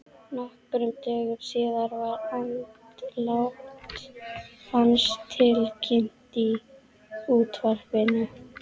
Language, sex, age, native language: Icelandic, female, 12, Icelandic